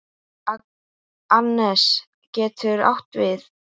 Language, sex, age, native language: Icelandic, male, 8, Icelandic